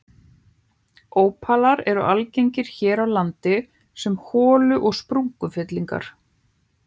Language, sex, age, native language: Icelandic, other, 15, Icelandic